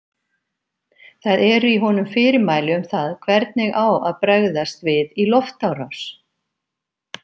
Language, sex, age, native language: Icelandic, female, 50-59, Icelandic